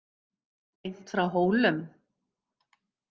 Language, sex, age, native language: Icelandic, female, 50-59, Icelandic